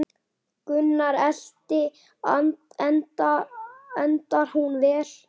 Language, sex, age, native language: Icelandic, male, 8, Icelandic